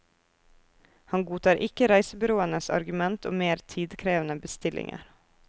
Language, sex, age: Norwegian, female, 24